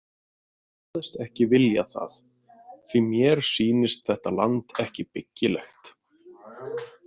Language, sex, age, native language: Icelandic, male, 30-39, Icelandic